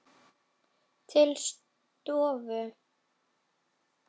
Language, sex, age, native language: Icelandic, female, 10, Icelandic